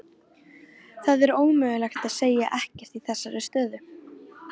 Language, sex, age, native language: Icelandic, female, 18-19, Icelandic